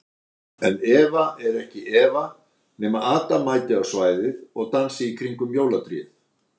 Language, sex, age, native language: Icelandic, male, 60-69, Icelandic